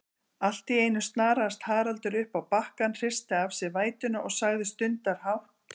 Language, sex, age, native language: Icelandic, female, 40-49, Icelandic